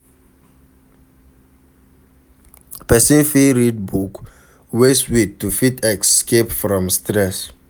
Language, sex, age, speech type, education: Nigerian Pidgin, male, 46-60, read, secondary